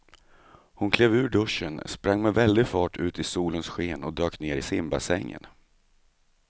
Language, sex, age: Swedish, male, 35